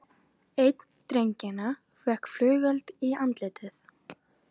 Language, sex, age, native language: Icelandic, female, 18-19, Icelandic